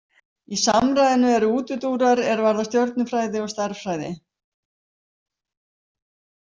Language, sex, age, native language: Icelandic, female, 50-59, Icelandic